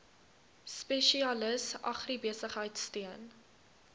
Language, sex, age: Afrikaans, female, 22